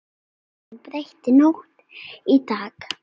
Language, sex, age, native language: Icelandic, female, 8, Icelandic